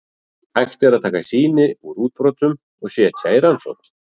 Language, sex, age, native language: Icelandic, male, 40-49, Icelandic